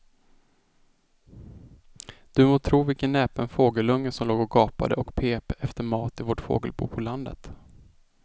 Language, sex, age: Swedish, male, 20